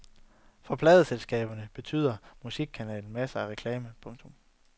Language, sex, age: Danish, male, 22